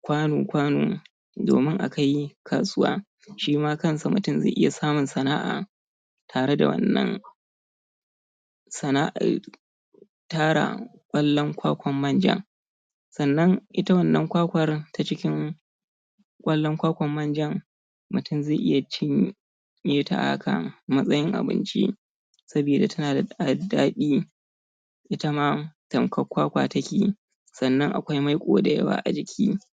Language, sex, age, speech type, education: Hausa, male, 30-45, spontaneous, tertiary